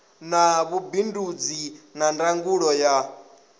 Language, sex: Venda, male